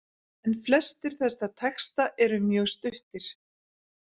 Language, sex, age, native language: Icelandic, female, 50-59, Icelandic